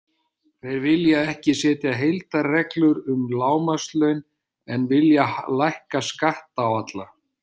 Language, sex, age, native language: Icelandic, male, 50-59, Icelandic